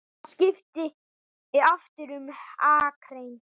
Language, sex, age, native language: Icelandic, male, 8, Icelandic